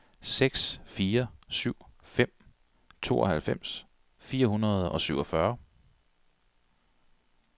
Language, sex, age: Danish, male, 42